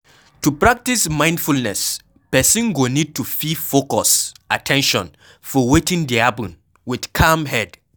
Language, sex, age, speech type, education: Nigerian Pidgin, male, 15-29, read, secondary